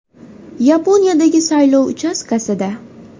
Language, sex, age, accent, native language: Uzbek, female, 19-29, Farg'ona, Uzbek